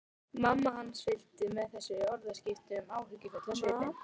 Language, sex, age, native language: Icelandic, female, 13, Icelandic